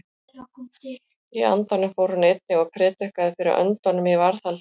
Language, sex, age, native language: Icelandic, female, 40-49, Icelandic